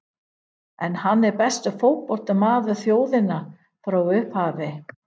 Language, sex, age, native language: Icelandic, female, 50-59, English